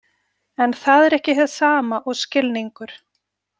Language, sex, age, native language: Icelandic, female, 40-49, Icelandic